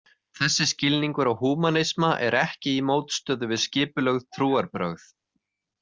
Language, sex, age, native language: Icelandic, male, 30-39, Icelandic